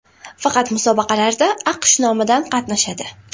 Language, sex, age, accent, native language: Uzbek, female, 18-24, Buxoro, Uzbek